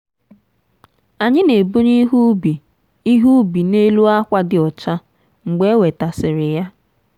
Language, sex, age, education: Igbo, female, 15-29, tertiary